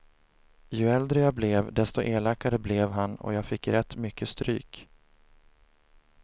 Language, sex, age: Swedish, male, 30